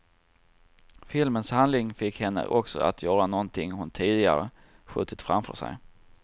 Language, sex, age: Swedish, male, 34